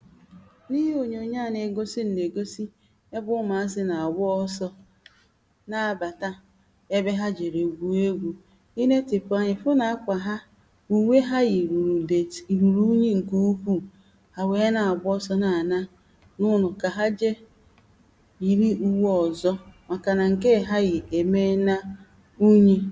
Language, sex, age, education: Igbo, female, 30-45, primary